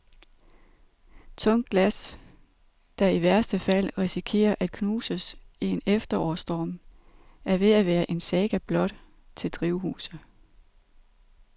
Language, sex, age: Danish, female, 32